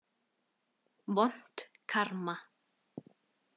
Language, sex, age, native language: Icelandic, female, 20-29, Icelandic